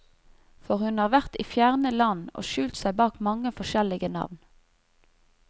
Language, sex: Norwegian, female